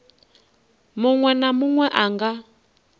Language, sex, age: Venda, female, 19